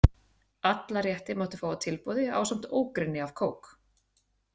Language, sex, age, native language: Icelandic, female, 30-39, Icelandic